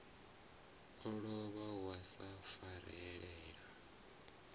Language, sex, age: Venda, male, 34